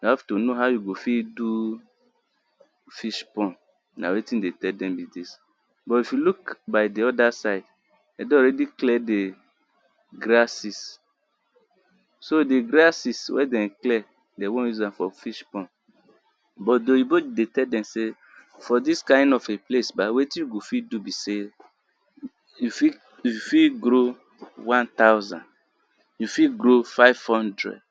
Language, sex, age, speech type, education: Nigerian Pidgin, male, 30-45, spontaneous, tertiary